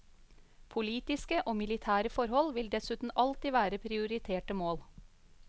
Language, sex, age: Norwegian, female, 35